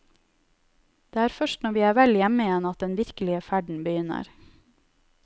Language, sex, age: Norwegian, female, 31